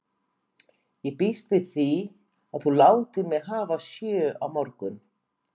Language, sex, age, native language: Icelandic, female, 50-59, Icelandic